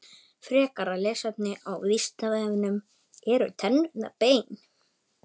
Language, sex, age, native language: Icelandic, male, 18-19, Icelandic